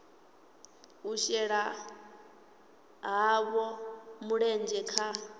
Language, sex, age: Venda, female, 18